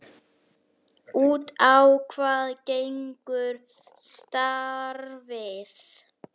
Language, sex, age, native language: Icelandic, female, 9, Icelandic